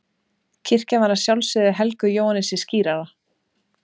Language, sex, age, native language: Icelandic, female, 30-39, Icelandic